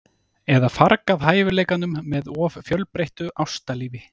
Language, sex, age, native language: Icelandic, male, 30-39, Icelandic